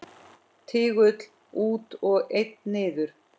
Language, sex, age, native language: Icelandic, female, 10, Icelandic